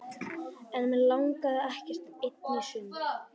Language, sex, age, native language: Icelandic, male, 12, Icelandic